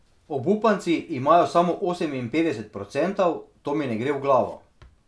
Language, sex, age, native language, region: Slovenian, male, 30-49, Slovenian, Drava region